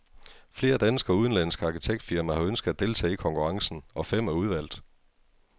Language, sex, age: Danish, male, 42